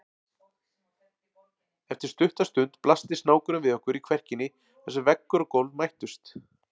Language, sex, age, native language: Icelandic, male, 40-49, Icelandic